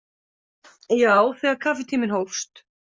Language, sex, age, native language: Icelandic, female, 50-59, Icelandic